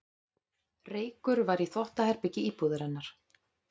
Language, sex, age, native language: Icelandic, female, 30-39, Icelandic